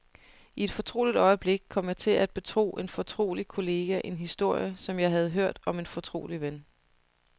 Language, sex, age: Danish, female, 30